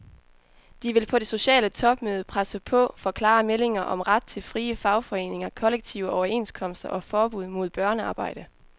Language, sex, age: Danish, female, 20